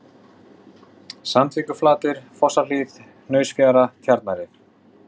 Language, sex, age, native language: Icelandic, male, 40-49, Icelandic